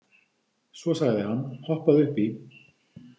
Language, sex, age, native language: Icelandic, male, 50-59, Icelandic